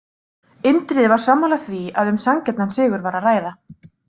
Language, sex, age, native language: Icelandic, female, 30-39, Icelandic